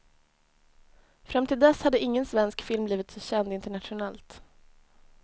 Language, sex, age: Swedish, female, 20